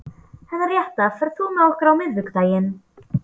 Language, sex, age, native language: Icelandic, female, 12, Polish